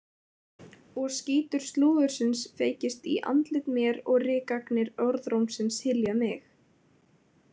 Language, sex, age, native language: Icelandic, female, 20-29, Icelandic